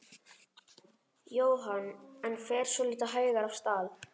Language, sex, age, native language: Icelandic, male, 11, Icelandic